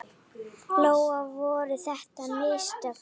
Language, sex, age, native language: Icelandic, female, 8, Icelandic